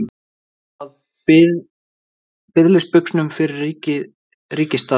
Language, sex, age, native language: Icelandic, male, 20-29, Icelandic